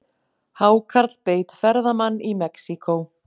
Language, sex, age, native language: Icelandic, female, 40-49, Icelandic